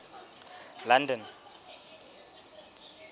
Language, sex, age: Southern Sotho, male, 26